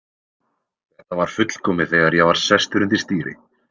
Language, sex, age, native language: Icelandic, male, 20-29, Icelandic